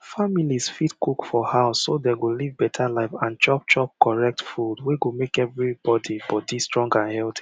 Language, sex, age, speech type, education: Nigerian Pidgin, male, 30-45, spontaneous, tertiary